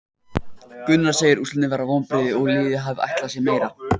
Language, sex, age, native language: Icelandic, male, 18-19, Icelandic